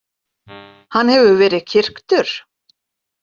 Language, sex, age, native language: Icelandic, female, 40-49, Icelandic